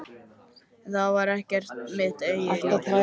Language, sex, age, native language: Icelandic, male, 13, Icelandic